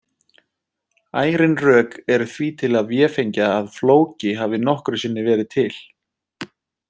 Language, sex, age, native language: Icelandic, male, 30-39, Icelandic